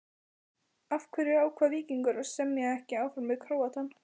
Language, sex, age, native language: Icelandic, female, 12, Icelandic